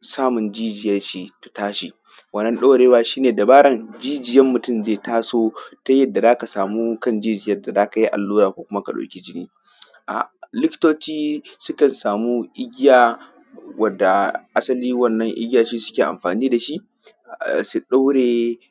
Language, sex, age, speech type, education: Hausa, male, 15-29, spontaneous, tertiary